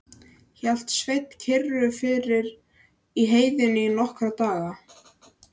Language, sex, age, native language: Icelandic, male, 13, Icelandic